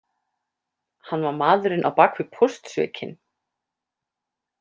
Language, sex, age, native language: Icelandic, female, 30-39, Icelandic